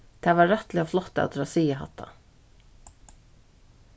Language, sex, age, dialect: Faroese, female, 36-60, Suðuroy